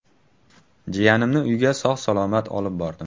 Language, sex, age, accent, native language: Uzbek, male, 18-24, Sirdaryo, Uzbek